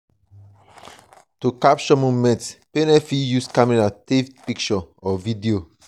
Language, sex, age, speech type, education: Nigerian Pidgin, male, 30-45, spontaneous, tertiary